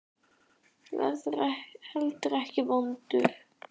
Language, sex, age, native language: Icelandic, male, 10, Icelandic